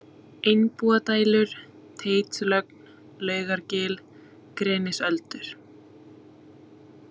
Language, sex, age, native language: Icelandic, female, 20-29, Icelandic